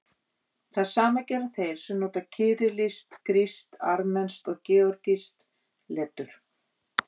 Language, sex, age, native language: Icelandic, female, 50-59, Icelandic